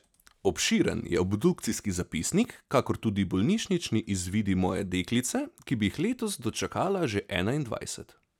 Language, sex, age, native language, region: Slovenian, male, 30-49, Slovenian, Savinja region